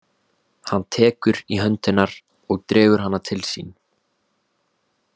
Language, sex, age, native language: Icelandic, male, 18-19, Icelandic